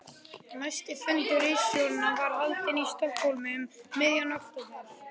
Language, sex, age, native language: Icelandic, male, 11, Icelandic